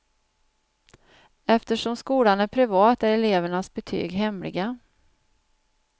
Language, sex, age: Swedish, female, 49